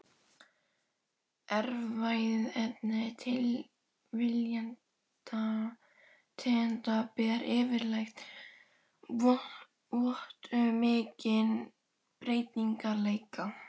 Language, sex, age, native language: Icelandic, female, 12, Icelandic